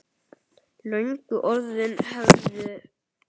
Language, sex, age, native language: Icelandic, male, 9, Icelandic